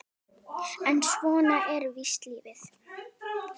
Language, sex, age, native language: Icelandic, female, 10, Icelandic